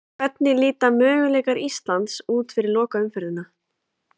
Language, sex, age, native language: Icelandic, female, 20-29, Icelandic